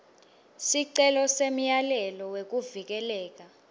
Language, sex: Swati, female